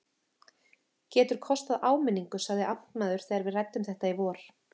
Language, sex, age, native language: Icelandic, female, 30-39, Icelandic